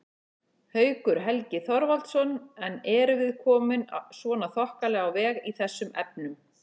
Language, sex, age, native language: Icelandic, female, 40-49, Icelandic